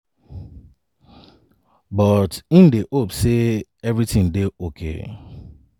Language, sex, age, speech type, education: Nigerian Pidgin, male, 30-45, spontaneous, tertiary